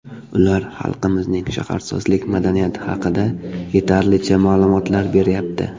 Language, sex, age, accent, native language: Uzbek, male, 18-24, Farg'ona, Uzbek